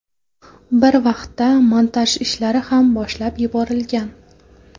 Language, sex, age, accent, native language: Uzbek, female, 18-24, Qoraqalpog'iston, Karakalpak